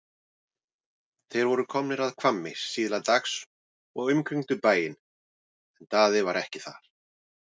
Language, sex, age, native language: Icelandic, male, 40-49, Icelandic